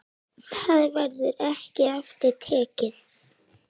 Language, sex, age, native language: Icelandic, male, 9, Icelandic